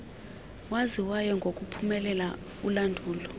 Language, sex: Xhosa, female